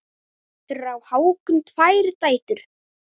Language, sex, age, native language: Icelandic, male, 9, Icelandic